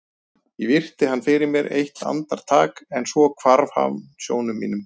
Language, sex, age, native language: Icelandic, male, 30-39, Icelandic